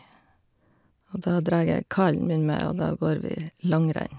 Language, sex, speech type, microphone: Norwegian, female, spontaneous, Shure